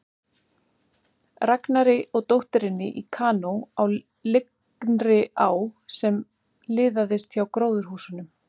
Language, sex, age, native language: Icelandic, female, 30-39, Icelandic